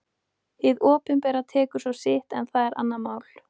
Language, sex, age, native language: Icelandic, female, 18-19, Icelandic